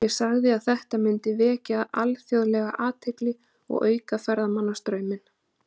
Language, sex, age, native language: Icelandic, female, 30-39, Icelandic